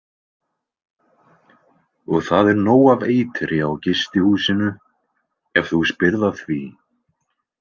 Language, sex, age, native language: Icelandic, male, 20-29, Icelandic